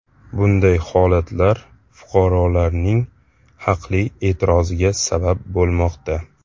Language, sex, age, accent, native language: Uzbek, male, 18-24, Toshkent shahri, Uzbek